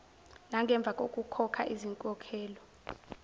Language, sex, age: Zulu, female, 17